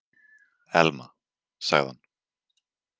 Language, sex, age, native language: Icelandic, male, 20-29, Icelandic